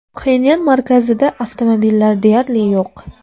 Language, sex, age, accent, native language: Uzbek, female, 19-29, Andijon, Uzbek